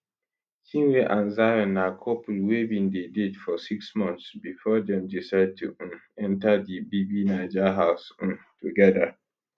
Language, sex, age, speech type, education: Nigerian Pidgin, male, 15-29, spontaneous, tertiary